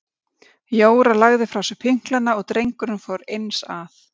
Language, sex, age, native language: Icelandic, female, 30-39, Icelandic